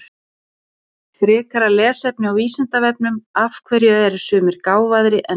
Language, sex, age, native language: Icelandic, female, 40-49, Icelandic